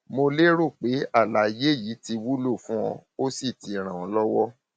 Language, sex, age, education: Yoruba, male, 30-45, tertiary